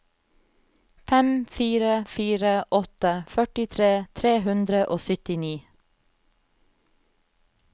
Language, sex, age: Norwegian, female, 34